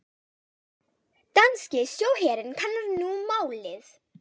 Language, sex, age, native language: Icelandic, female, 18-19, Icelandic